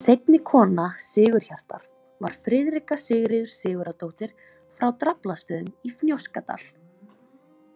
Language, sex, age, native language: Icelandic, female, 20-29, Icelandic